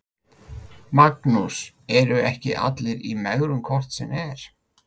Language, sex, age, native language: Icelandic, male, 50-59, Icelandic